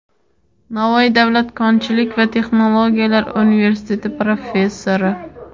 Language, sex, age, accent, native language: Uzbek, female, 18-24, Samarqand, Uzbek